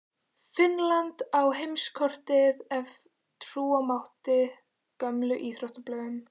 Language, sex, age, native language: Icelandic, female, 14, Icelandic